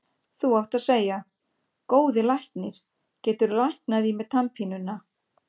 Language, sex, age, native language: Icelandic, female, 50-59, Icelandic